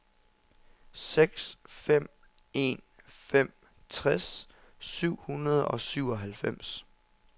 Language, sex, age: Danish, male, 27